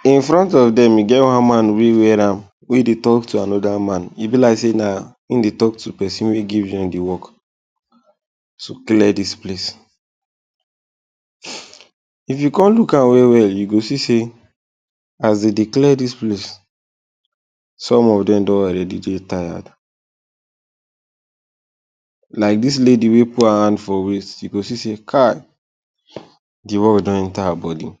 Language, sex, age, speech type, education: Nigerian Pidgin, male, 15-29, spontaneous, tertiary